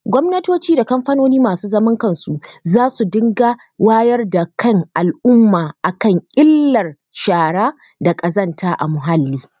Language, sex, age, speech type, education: Hausa, female, 15-29, spontaneous, tertiary